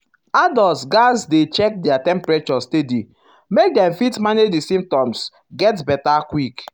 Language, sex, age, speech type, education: Nigerian Pidgin, male, 15-29, spontaneous, tertiary